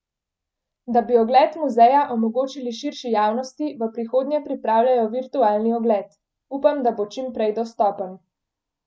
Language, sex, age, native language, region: Slovenian, female, 18-29, Slovenian, Central Slovenia